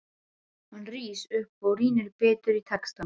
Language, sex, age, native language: Icelandic, female, 12, Serbo-Croatian